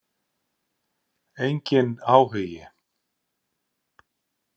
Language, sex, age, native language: Icelandic, male, 60-69, Icelandic